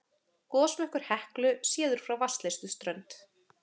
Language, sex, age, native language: Icelandic, female, 30-39, Icelandic